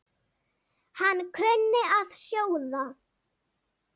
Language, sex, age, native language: Icelandic, female, 8, Icelandic